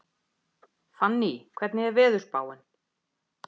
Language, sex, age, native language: Icelandic, female, 50-59, Icelandic